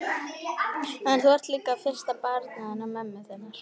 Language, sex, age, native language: Icelandic, female, 12, Icelandic